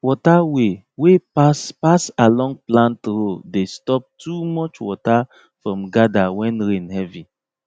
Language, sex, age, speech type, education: Nigerian Pidgin, male, 30-45, spontaneous, tertiary